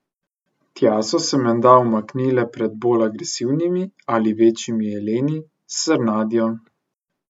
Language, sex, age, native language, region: Slovenian, male, 18-29, Slovenian, Central Slovenia